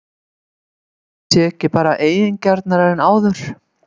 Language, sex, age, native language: Icelandic, female, 70-79, Icelandic